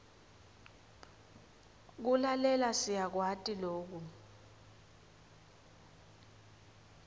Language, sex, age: Swati, female, 21